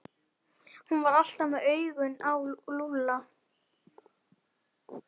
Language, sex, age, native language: Icelandic, female, 11, Icelandic